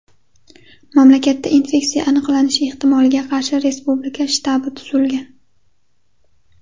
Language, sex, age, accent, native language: Uzbek, female, 18-24, Qashqadaryo, Uzbek